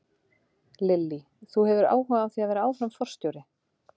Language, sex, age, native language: Icelandic, female, 30-39, Icelandic